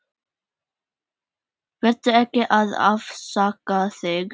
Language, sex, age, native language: Icelandic, female, 10, Icelandic